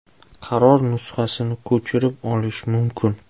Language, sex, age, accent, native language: Uzbek, male, 25-34, Toshkent shahri, Uzbek